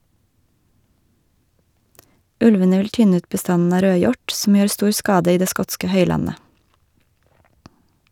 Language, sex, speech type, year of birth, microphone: Norwegian, female, read, 1982, Shure